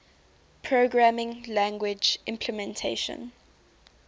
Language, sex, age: English, female, 19